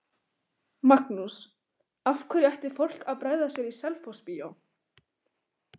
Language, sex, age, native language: Icelandic, female, 15, Icelandic